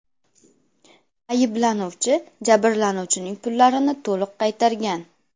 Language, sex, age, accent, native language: Uzbek, female, under 19, Namangan, Uzbek